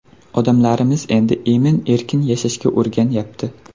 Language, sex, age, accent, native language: Uzbek, male, 18-24, Surxondaryo, Uzbek